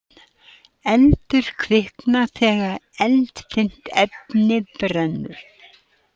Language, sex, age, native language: Icelandic, female, 70-79, Icelandic